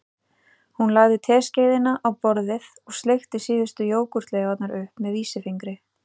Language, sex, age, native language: Icelandic, female, 30-39, Icelandic